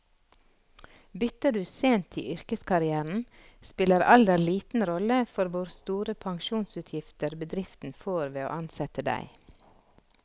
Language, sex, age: Norwegian, female, 46